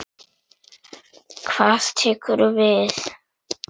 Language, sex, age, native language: Icelandic, male, 9, Icelandic